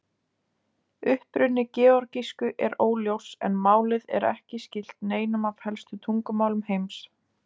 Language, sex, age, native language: Icelandic, female, 20-29, Icelandic